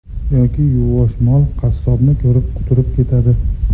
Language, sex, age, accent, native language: Uzbek, male, 35+, Farg'ona, Uzbek